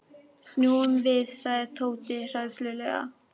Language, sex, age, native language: Icelandic, female, 18-19, Icelandic